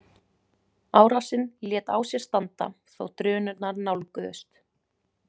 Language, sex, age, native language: Icelandic, female, 20-29, Icelandic